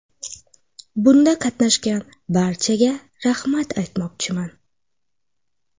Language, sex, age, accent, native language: Uzbek, female, 18-24, Xorazm, Uzbek